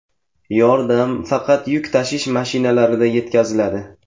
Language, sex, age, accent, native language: Uzbek, male, 18-24, Jizzax, Uzbek